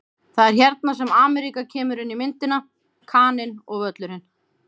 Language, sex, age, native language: Icelandic, female, 30-39, Icelandic